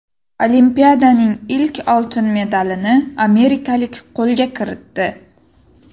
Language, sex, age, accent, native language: Uzbek, female, 18-24, Sirdaryo, Uzbek